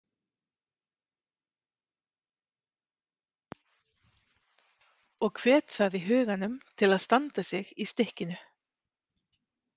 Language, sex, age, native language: Icelandic, female, 30-39, Icelandic